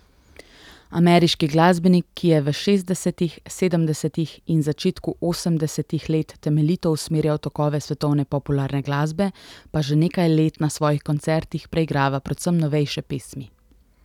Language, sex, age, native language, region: Slovenian, female, 18-29, Slovenian, Central Slovenia